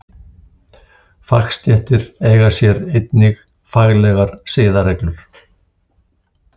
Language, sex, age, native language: Icelandic, male, 60-69, Icelandic